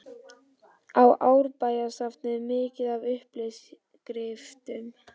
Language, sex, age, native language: Icelandic, male, 12, Icelandic